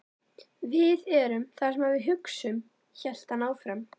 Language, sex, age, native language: Icelandic, female, 11, Icelandic